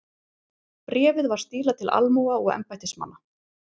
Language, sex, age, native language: Icelandic, female, 40-49, Icelandic